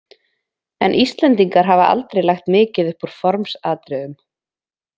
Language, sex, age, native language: Icelandic, female, 20-29, Icelandic